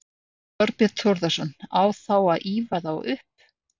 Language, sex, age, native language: Icelandic, female, 60-69, Icelandic